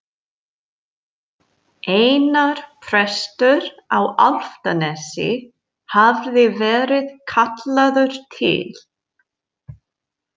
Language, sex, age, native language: Icelandic, female, 40-49, English